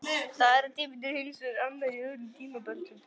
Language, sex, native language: Icelandic, male, Icelandic